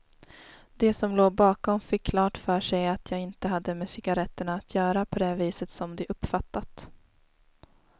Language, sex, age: Swedish, female, 19